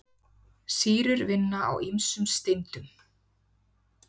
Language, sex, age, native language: Icelandic, female, 40-49, Icelandic